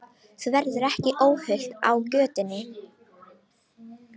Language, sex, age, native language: Icelandic, female, 18-19, Romanian